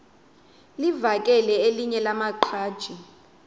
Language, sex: Xhosa, female